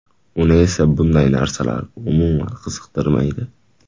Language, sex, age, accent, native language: Uzbek, male, 18-24, Toshkent shahri, Uzbek